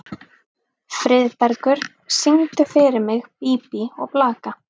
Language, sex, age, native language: Icelandic, female, 30-39, Icelandic